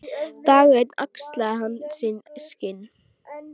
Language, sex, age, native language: Icelandic, female, 12, Icelandic